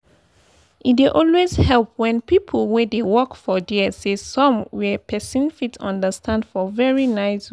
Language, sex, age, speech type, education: Nigerian Pidgin, female, 15-29, spontaneous, tertiary